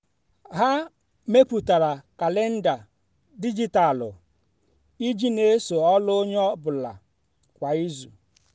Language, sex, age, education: Igbo, female, 30-45, tertiary